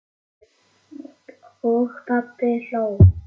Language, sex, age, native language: Icelandic, male, 8, Icelandic